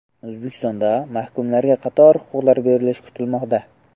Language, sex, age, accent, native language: Uzbek, male, 12-17, Samarqand, Uzbek